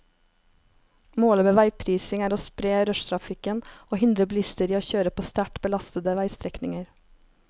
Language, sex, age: Norwegian, female, 23